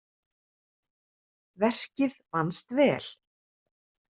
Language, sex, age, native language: Icelandic, female, 30-39, Icelandic